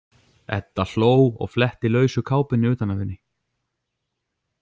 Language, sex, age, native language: Icelandic, male, 40-49, Icelandic